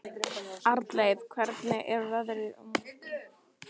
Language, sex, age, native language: Icelandic, female, 14, Italian